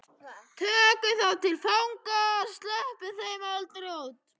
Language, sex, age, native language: Icelandic, male, 12, Icelandic